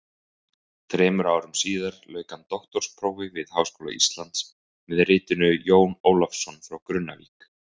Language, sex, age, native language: Icelandic, male, 20-29, Icelandic